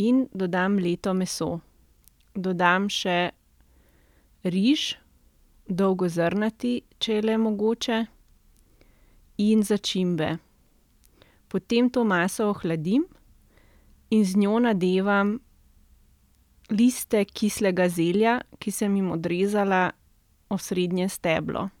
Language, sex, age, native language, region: Slovenian, female, 30-49, Slovenian, Central Slovenia